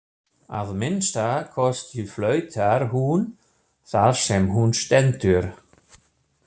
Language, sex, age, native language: Icelandic, male, 60-69, German